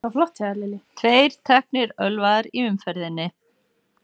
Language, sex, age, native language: Icelandic, female, 40-49, Icelandic